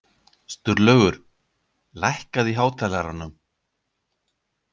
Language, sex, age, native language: Icelandic, male, 50-59, Icelandic